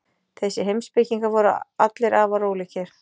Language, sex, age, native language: Icelandic, female, 40-49, Icelandic